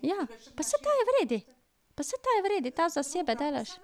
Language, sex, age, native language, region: Slovenian, female, 50-59, Slovenian, Drava region